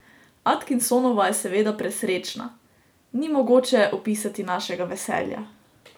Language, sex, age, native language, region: Slovenian, female, 18-29, Slovenian, Drava region